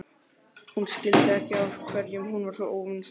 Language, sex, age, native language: Icelandic, male, 12, Icelandic